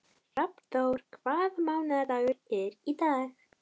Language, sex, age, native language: Icelandic, female, 12, Icelandic